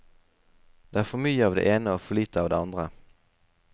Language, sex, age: Norwegian, male, 20